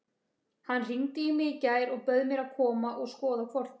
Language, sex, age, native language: Icelandic, female, 30-39, Icelandic